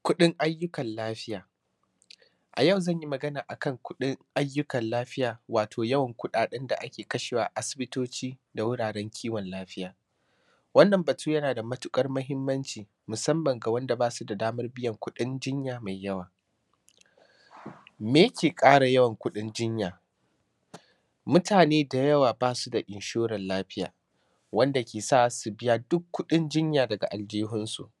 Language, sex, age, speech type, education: Hausa, male, 15-29, spontaneous, secondary